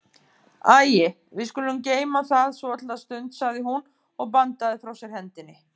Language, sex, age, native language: Icelandic, female, 50-59, Icelandic